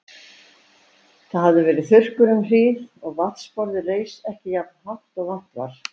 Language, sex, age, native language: Icelandic, female, 70-79, Icelandic